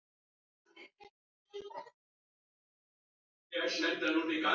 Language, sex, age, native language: Icelandic, female, 80-89, Icelandic